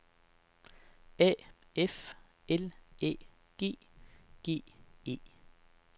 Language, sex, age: Danish, male, 33